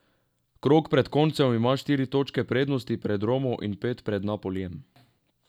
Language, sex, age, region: Slovenian, male, 18-29, Drava region